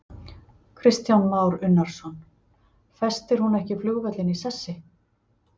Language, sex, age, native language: Icelandic, female, 50-59, Icelandic